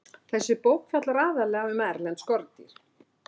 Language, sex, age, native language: Icelandic, female, 60-69, Icelandic